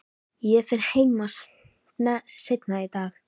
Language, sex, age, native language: Icelandic, female, 13, Icelandic